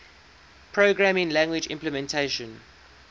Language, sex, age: English, male, 19